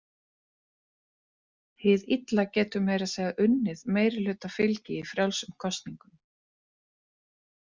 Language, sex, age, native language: Icelandic, female, 30-39, Icelandic